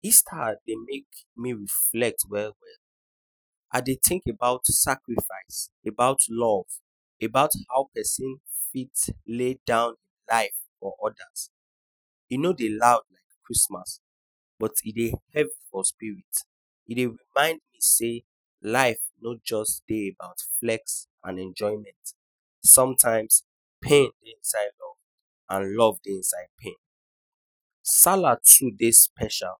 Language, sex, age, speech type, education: Nigerian Pidgin, male, 15-29, spontaneous, tertiary